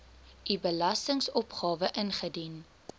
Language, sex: Afrikaans, female